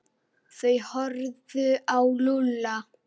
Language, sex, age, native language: Icelandic, female, 8, Icelandic